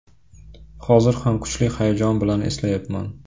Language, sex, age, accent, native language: Uzbek, male, 18-24, Andijon, Uzbek